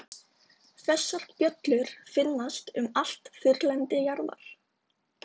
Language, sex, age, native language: Icelandic, female, 20-29, Icelandic